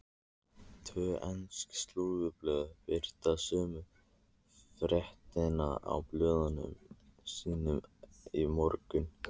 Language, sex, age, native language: Icelandic, male, 30-39, Icelandic